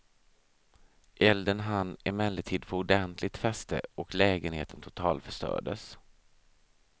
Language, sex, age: Swedish, male, 32